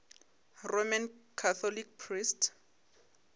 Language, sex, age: Northern Sotho, female, 22